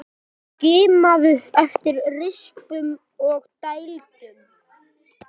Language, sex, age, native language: Icelandic, male, 10, Icelandic